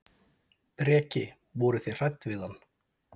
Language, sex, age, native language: Icelandic, male, 40-49, Icelandic